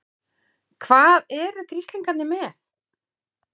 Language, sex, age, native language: Icelandic, female, 40-49, Icelandic